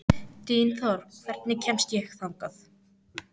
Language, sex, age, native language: Icelandic, female, 14, Icelandic